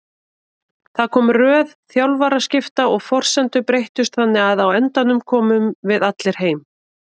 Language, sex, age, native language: Icelandic, female, 30-39, Icelandic